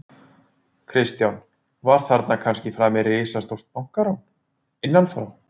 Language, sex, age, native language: Icelandic, male, 40-49, Icelandic